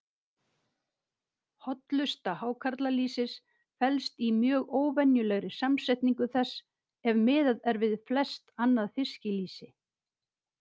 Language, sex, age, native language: Icelandic, female, 50-59, Icelandic